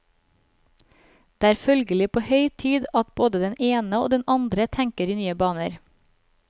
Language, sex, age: Norwegian, female, 36